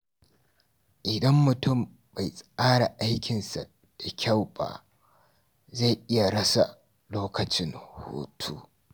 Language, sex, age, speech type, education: Hausa, male, 46-60, read, tertiary